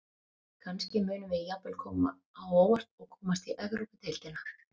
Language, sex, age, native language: Icelandic, female, 40-49, Icelandic